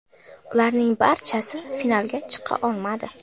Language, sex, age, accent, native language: Uzbek, female, under 19, Samarqand, Uzbek